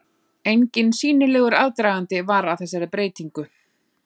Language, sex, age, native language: Icelandic, female, 11, Icelandic